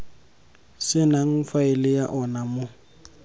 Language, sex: Tswana, male